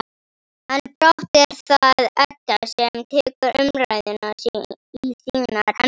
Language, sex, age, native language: Icelandic, female, 18-19, Icelandic